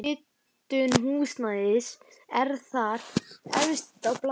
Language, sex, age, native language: Icelandic, male, 12, Icelandic